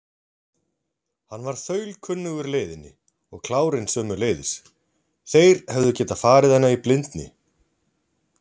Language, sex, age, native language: Icelandic, male, 40-49, Icelandic